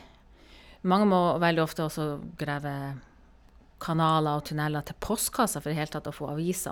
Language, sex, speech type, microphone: Norwegian, female, spontaneous, Shure